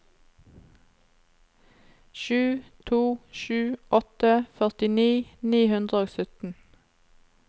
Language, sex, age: Norwegian, female, 27